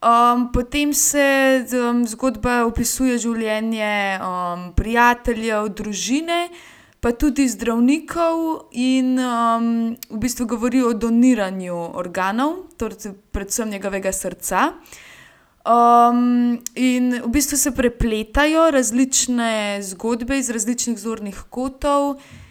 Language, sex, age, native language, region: Slovenian, female, 18-29, Slovenian, Gorenjska region